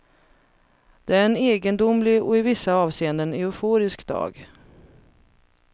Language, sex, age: Swedish, female, 31